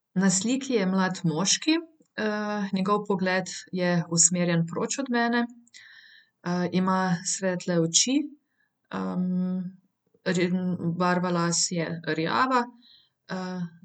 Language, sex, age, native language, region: Slovenian, female, 30-49, Slovenian, Central Slovenia